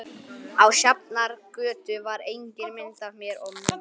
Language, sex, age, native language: Icelandic, male, 11, Icelandic